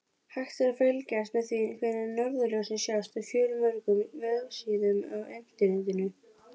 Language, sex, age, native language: Icelandic, female, 30-39, Icelandic